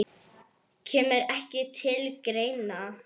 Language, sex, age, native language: Icelandic, female, 10, Arabic